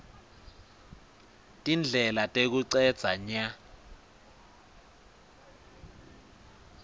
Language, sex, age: Swati, male, 20